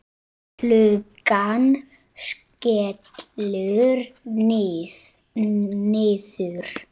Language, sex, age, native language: Icelandic, male, 9, Icelandic